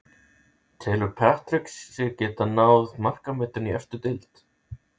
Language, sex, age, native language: Icelandic, male, 30-39, Icelandic